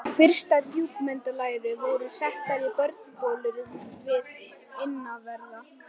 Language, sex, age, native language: Icelandic, male, 11, Icelandic